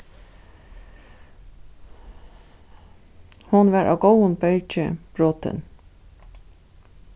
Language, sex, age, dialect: Faroese, female, 36-60, Suðuroy